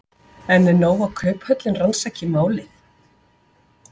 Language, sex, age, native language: Icelandic, female, 40-49, Icelandic